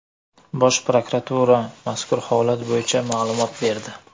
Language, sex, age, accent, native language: Uzbek, male, 18-24, Surxondaryo, Uzbek